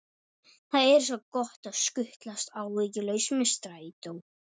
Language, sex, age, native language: Icelandic, male, 12, Icelandic